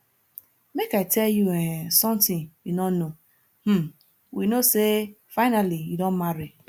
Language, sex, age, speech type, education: Nigerian Pidgin, female, 30-45, spontaneous, tertiary